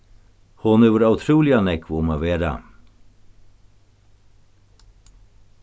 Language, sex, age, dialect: Faroese, male, 61+, Norðurstreymoy/Eysturoy